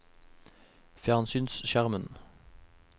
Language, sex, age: Norwegian, male, 21